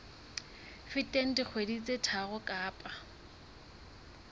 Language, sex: Southern Sotho, female